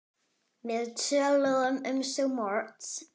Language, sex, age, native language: Icelandic, female, 10, Icelandic